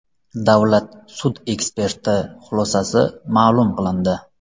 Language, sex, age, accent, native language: Uzbek, male, 25-34, Samarqand, Uzbek